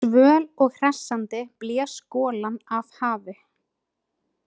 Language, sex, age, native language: Icelandic, female, 20-29, Icelandic